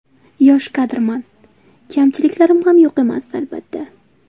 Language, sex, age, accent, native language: Uzbek, female, 18-24, Toshkent viloyati, Uzbek